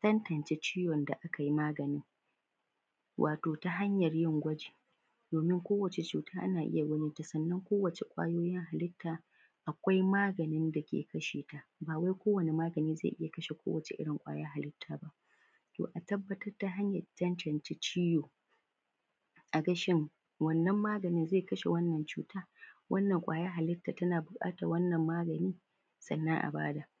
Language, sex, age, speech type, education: Hausa, female, 15-29, spontaneous, primary